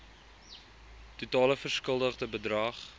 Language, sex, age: Afrikaans, male, 19